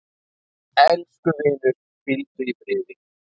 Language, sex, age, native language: Icelandic, male, 9, Icelandic